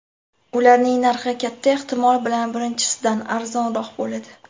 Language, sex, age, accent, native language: Uzbek, female, 18-24, Jizzax, Uzbek